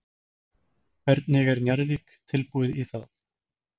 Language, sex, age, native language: Icelandic, male, 20-29, Icelandic